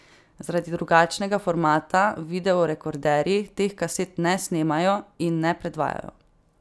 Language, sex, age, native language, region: Slovenian, female, 18-29, Slovenian, Savinja region